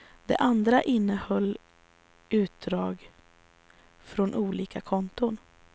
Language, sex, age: Swedish, female, 34